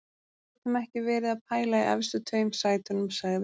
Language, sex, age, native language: Icelandic, female, 30-39, Icelandic